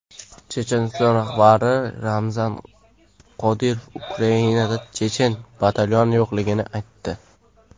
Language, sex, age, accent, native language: Uzbek, male, under 19, Qashqadaryo, Uzbek